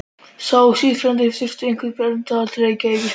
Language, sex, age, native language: Icelandic, male, 13, Icelandic